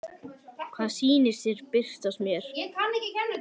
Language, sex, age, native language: Icelandic, male, 10, Icelandic